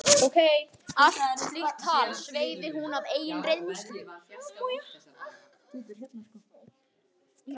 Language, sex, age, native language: Icelandic, male, 12, Icelandic